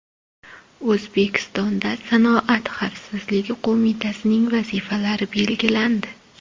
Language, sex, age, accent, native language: Uzbek, female, 25-34, Toshkent shahri, Uzbek